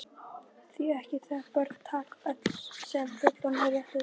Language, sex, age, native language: Icelandic, female, 12, Icelandic